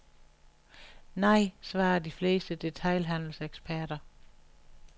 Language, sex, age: Danish, female, 61